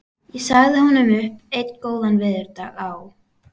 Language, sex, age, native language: Icelandic, female, 12, Icelandic